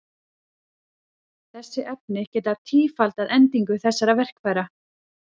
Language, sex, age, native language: Icelandic, female, 30-39, Icelandic